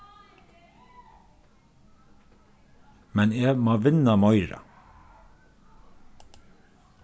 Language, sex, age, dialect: Faroese, male, 36-60, Norðurstreymoy/Eysturoy